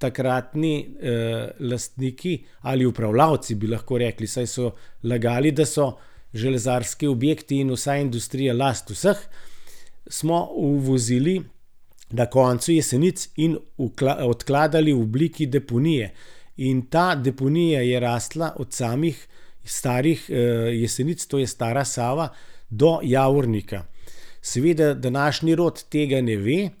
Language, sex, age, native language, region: Slovenian, male, 60+, Slovenian, Gorenjska region